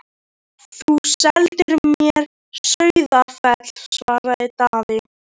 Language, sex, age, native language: Icelandic, male, 13, Icelandic